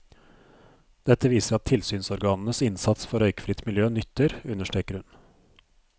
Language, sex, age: Norwegian, male, 42